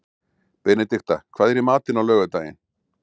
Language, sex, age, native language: Icelandic, male, 40-49, Icelandic